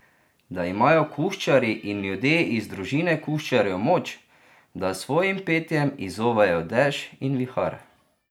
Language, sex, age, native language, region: Slovenian, male, 30-49, Slovenian, Drava region